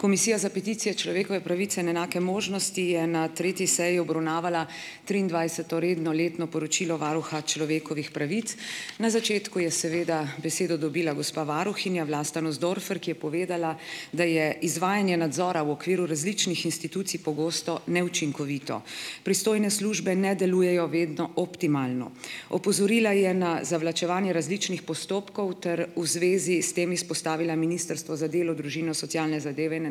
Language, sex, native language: Slovenian, female, Slovenian